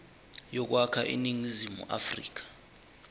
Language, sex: Zulu, male